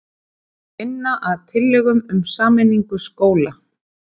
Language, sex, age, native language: Icelandic, female, 30-39, Icelandic